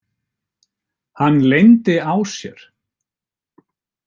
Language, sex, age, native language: Icelandic, male, 50-59, Icelandic